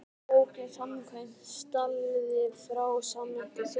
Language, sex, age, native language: Icelandic, male, 12, Icelandic